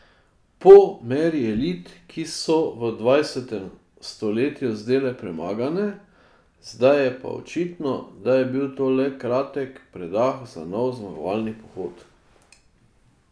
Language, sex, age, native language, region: Slovenian, male, 50-59, Slovenian, Drava region